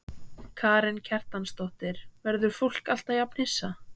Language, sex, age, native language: Icelandic, female, 18-19, Icelandic